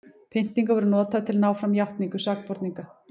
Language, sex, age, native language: Icelandic, female, 18-19, Icelandic